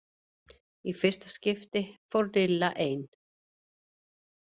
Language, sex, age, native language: Icelandic, female, 50-59, Icelandic